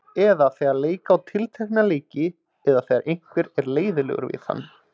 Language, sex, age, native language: Icelandic, male, 30-39, Icelandic